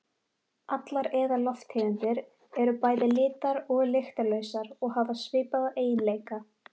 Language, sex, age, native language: Icelandic, female, 18-19, Icelandic